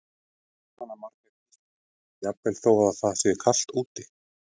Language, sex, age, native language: Icelandic, male, 30-39, Icelandic